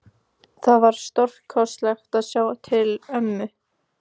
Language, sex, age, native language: Icelandic, female, 14, Icelandic